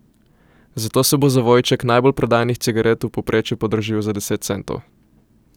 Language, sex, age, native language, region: Slovenian, male, 18-29, Slovenian, Coastal Karst region